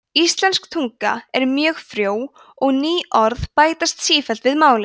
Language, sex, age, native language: Icelandic, female, 20-29, Icelandic